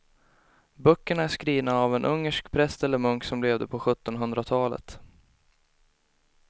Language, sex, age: Swedish, male, 18